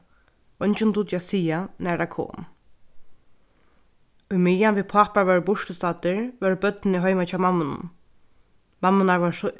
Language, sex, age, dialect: Faroese, female, 15-35, Norðurstreymoy/Eysturoy